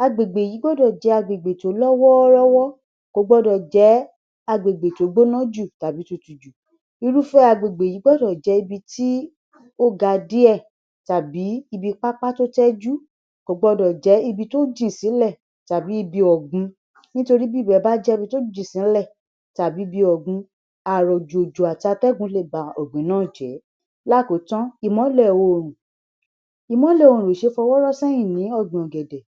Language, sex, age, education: Yoruba, male, 60+, tertiary